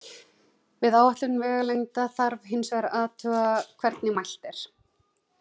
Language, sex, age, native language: Icelandic, female, 40-49, Icelandic